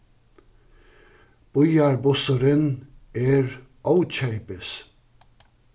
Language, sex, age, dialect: Faroese, male, 61+, Suðuroy